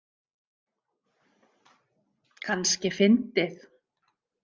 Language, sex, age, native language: Icelandic, female, 50-59, Icelandic